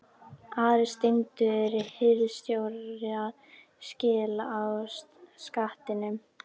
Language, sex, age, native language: Icelandic, female, 12, Icelandic